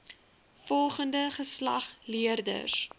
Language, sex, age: Afrikaans, female, 21